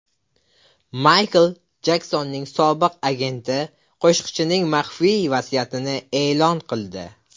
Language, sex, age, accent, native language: Uzbek, male, under 19, Buxoro, Uzbek